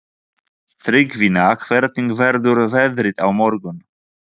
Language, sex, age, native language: Icelandic, male, 40-49, Polish